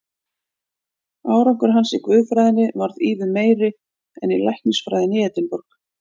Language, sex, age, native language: Icelandic, female, 40-49, Icelandic